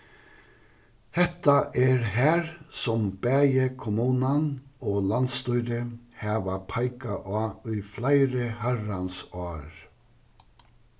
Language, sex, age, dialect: Faroese, male, 61+, Suðuroy